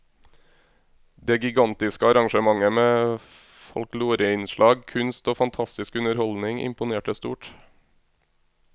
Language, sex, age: Norwegian, male, 26